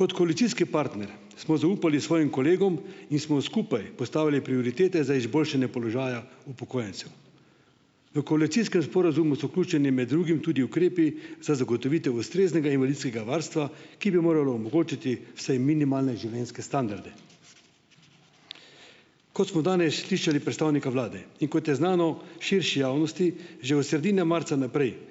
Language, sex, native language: Slovenian, male, Slovenian